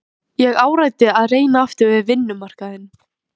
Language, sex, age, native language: Icelandic, female, 13, Icelandic